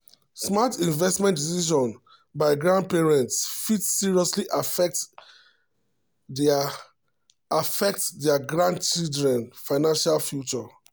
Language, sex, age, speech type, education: Nigerian Pidgin, male, 30-45, spontaneous, tertiary